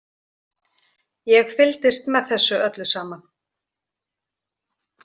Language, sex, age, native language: Icelandic, female, 40-49, Icelandic